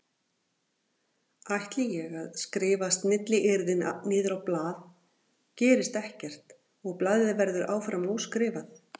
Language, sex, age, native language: Icelandic, female, 40-49, Icelandic